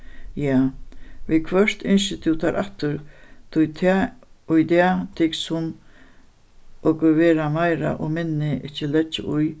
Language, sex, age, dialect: Faroese, female, 61+, Suðuroy